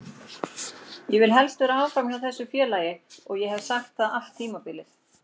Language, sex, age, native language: Icelandic, female, 40-49, Icelandic